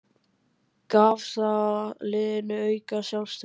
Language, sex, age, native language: Icelandic, male, 14, Icelandic